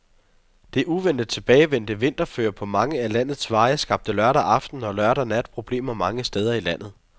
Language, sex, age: Danish, male, 23